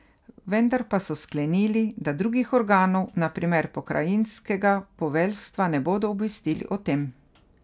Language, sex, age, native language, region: Slovenian, female, 50-59, Slovenian, Carinthia region